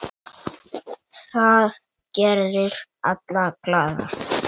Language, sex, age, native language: Icelandic, male, 9, Icelandic